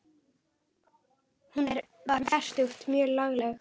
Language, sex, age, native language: Icelandic, female, 11, Icelandic